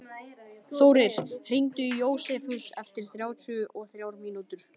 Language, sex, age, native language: Icelandic, male, 12, Icelandic